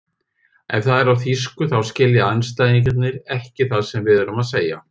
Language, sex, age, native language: Icelandic, male, 50-59, Icelandic